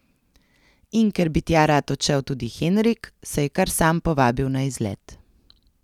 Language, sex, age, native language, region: Slovenian, female, 30-49, Slovenian, Central Slovenia